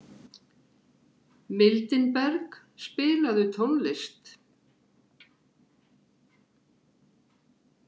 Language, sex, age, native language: Icelandic, female, 50-59, Icelandic